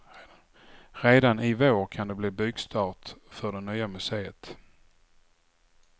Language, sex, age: Swedish, male, 44